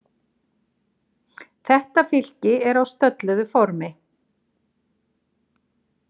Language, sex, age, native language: Icelandic, female, 40-49, Icelandic